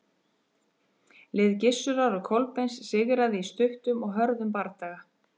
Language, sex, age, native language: Icelandic, female, 30-39, Icelandic